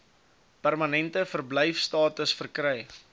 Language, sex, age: Afrikaans, male, 20